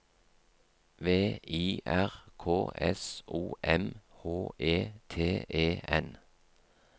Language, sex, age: Norwegian, male, 43